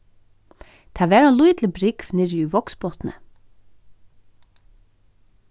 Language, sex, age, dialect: Faroese, female, 36-60, Norðurstreymoy/Eysturoy